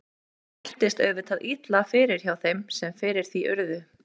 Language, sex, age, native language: Icelandic, female, 20-29, Icelandic